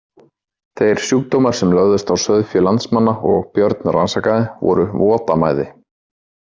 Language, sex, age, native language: Icelandic, male, 30-39, Icelandic